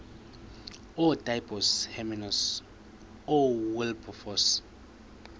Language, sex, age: Xhosa, male, 20